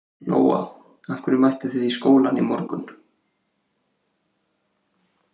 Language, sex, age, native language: Icelandic, male, 30-39, Icelandic